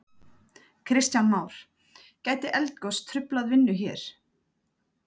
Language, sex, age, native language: Icelandic, female, 30-39, Icelandic